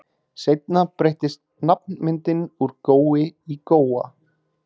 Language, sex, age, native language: Icelandic, male, 30-39, Icelandic